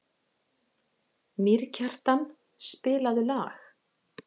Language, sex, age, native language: Icelandic, female, 40-49, Icelandic